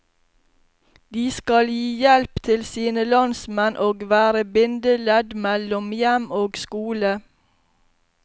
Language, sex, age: Norwegian, female, 32